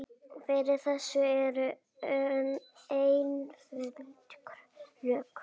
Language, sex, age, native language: Icelandic, female, 7, Icelandic